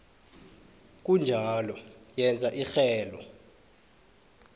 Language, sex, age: South Ndebele, male, 23